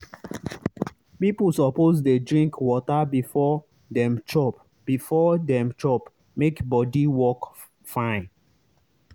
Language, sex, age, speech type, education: Nigerian Pidgin, male, 30-45, spontaneous, tertiary